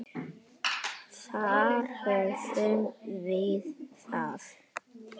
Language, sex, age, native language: Icelandic, male, 9, Icelandic